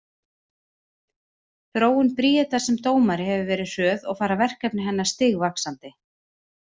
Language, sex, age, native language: Icelandic, female, 30-39, Icelandic